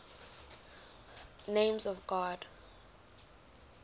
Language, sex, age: English, female, 19